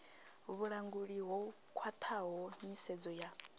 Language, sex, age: Venda, female, 26